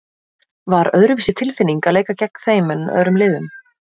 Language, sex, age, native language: Icelandic, female, 20-29, Icelandic